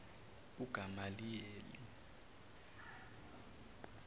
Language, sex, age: Zulu, male, 23